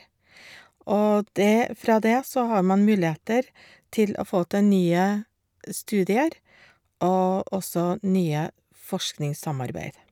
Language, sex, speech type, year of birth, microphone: Norwegian, female, spontaneous, 1956, Shure